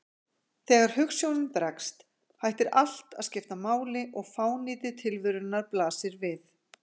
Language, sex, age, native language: Icelandic, female, 50-59, Icelandic